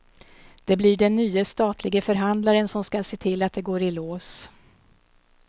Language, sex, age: Swedish, female, 52